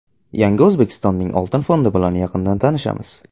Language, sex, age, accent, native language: Uzbek, male, 19-29, Toshkent viloyati, Uzbek